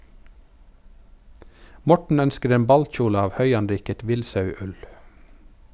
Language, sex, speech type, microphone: Norwegian, male, read, Sennheiser